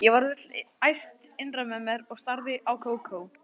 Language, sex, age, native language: Icelandic, male, 20-29, Icelandic